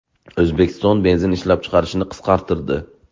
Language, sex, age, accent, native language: Uzbek, male, 18-24, Buxoro, Uzbek